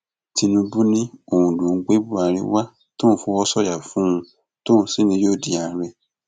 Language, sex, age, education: Yoruba, male, 15-29, tertiary